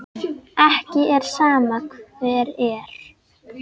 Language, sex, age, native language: Icelandic, female, 10, Icelandic